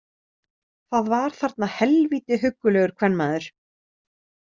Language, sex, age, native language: Icelandic, female, 30-39, Icelandic